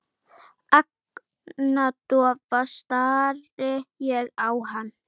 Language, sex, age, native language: Icelandic, female, 9, Icelandic